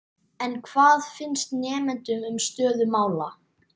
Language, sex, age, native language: Icelandic, male, 12, Icelandic